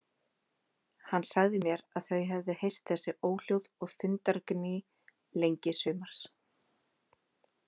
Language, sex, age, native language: Icelandic, female, 30-39, Icelandic